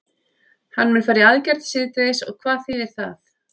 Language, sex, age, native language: Icelandic, female, 30-39, Icelandic